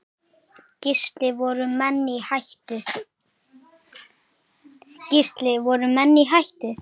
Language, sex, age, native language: Icelandic, male, 8, Icelandic